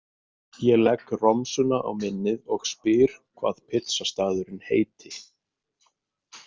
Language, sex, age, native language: Icelandic, male, 30-39, Icelandic